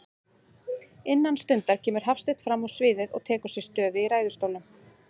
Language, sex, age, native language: Icelandic, female, 30-39, Icelandic